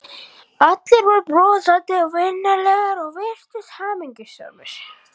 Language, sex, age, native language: Icelandic, male, 11, Icelandic